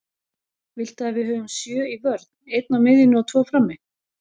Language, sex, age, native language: Icelandic, female, 40-49, Icelandic